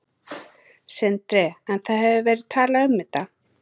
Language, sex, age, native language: Icelandic, female, 30-39, Icelandic